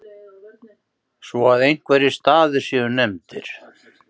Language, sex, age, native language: Icelandic, male, 50-59, Icelandic